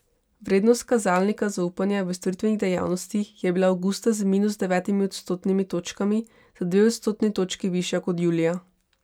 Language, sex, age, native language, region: Slovenian, female, 18-29, Slovenian, Pomurje region